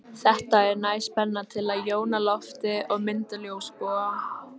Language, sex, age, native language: Icelandic, female, 18-19, Icelandic